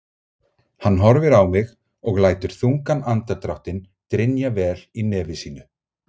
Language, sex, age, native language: Icelandic, male, 30-39, Icelandic